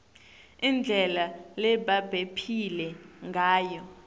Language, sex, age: Swati, female, 19